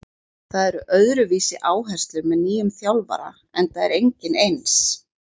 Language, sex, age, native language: Icelandic, female, 40-49, Icelandic